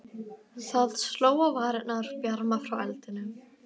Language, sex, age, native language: Icelandic, female, 12, Icelandic